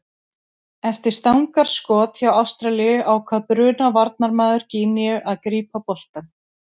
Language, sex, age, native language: Icelandic, female, 30-39, Icelandic